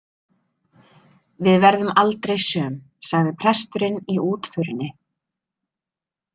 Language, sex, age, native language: Icelandic, female, 30-39, Icelandic